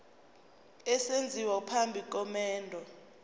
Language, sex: Zulu, female